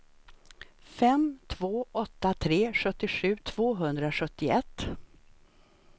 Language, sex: Swedish, female